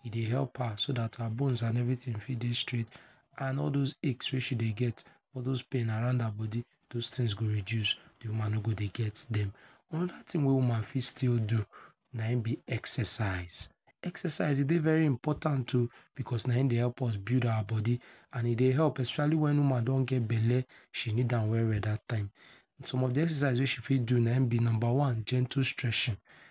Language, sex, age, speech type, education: Nigerian Pidgin, male, 46-60, spontaneous, tertiary